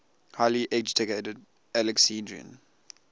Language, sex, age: English, male, 20